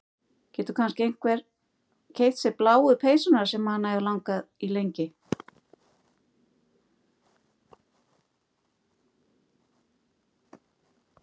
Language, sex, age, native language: Icelandic, female, 50-59, Icelandic